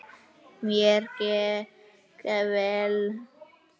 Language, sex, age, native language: Icelandic, male, 8, Icelandic